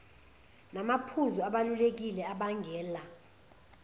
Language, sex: Zulu, female